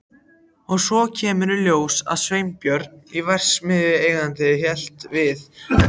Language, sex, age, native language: Icelandic, other, 14, Icelandic